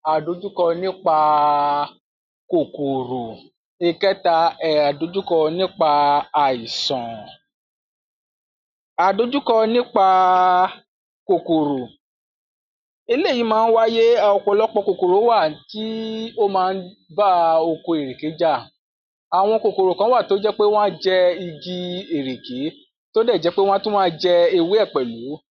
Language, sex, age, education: Yoruba, male, 46-60, tertiary